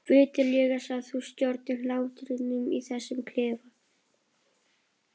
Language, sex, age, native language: Icelandic, male, 12, Polish